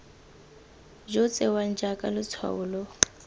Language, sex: Tswana, female